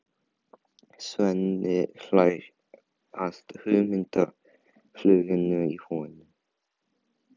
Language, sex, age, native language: Icelandic, male, 18-19, Chinese